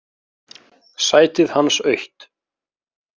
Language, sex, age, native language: Icelandic, male, 20-29, Icelandic